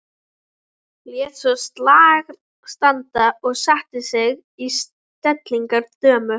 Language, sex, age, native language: Icelandic, female, 11, Icelandic